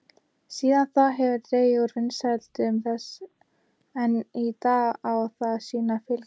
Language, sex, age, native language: Icelandic, female, 18-19, Icelandic